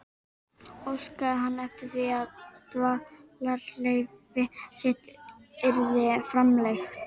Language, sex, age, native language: Icelandic, female, 12, Icelandic